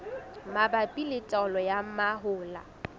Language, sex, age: Southern Sotho, female, 19